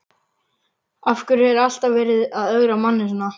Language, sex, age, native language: Icelandic, male, 11, Icelandic